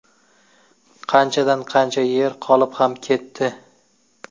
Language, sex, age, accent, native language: Uzbek, male, 25-34, Jizzax, Uzbek